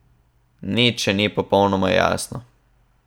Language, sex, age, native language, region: Slovenian, male, 18-29, Slovenian, Southeast Slovenia